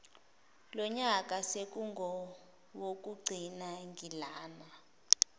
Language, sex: Zulu, female